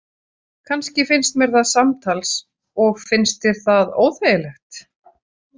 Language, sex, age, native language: Icelandic, female, 30-39, Icelandic